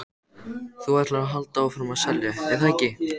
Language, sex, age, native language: Icelandic, male, 14, Icelandic